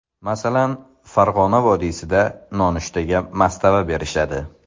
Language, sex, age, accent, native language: Uzbek, male, 18-24, Samarqand, Uzbek